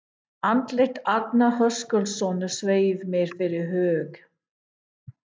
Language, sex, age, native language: Icelandic, female, 50-59, English